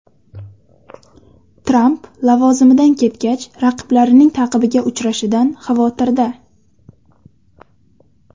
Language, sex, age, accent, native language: Uzbek, female, 19-29, Surxondaryo, Uzbek